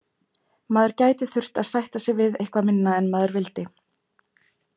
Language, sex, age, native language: Icelandic, female, 20-29, Icelandic